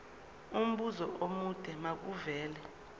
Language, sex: Zulu, female